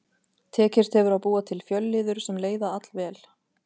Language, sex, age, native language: Icelandic, female, 30-39, Icelandic